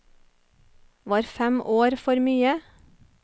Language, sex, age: Norwegian, female, 30